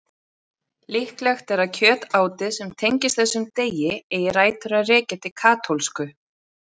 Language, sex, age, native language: Icelandic, female, 30-39, Icelandic